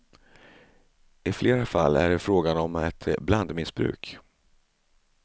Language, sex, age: Swedish, male, 35